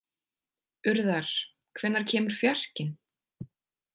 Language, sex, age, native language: Icelandic, female, 20-29, Icelandic